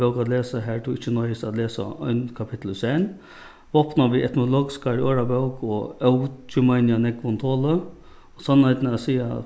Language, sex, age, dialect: Faroese, male, 36-60, Norðuroyggjar